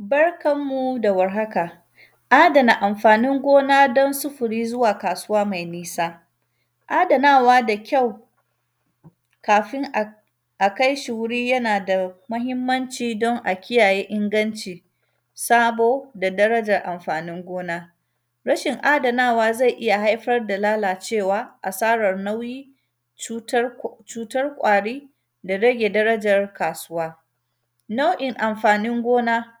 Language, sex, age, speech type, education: Hausa, female, 30-45, spontaneous, tertiary